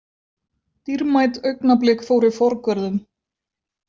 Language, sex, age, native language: Icelandic, female, 20-29, Icelandic